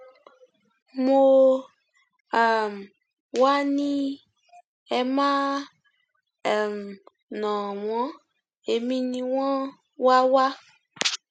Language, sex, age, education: Yoruba, female, 15-29, tertiary